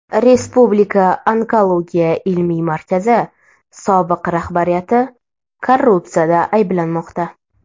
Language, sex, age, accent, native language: Uzbek, female, 18-24, Toshkent shahri, Uzbek